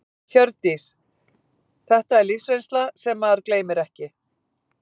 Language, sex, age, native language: Icelandic, female, 50-59, Icelandic